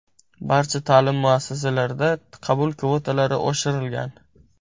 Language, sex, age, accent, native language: Uzbek, male, 18-24, Buxoro, Uzbek